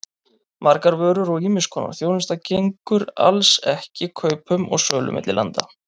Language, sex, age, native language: Icelandic, male, 30-39, Icelandic